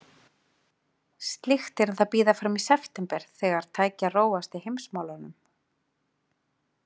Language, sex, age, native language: Icelandic, female, 40-49, Icelandic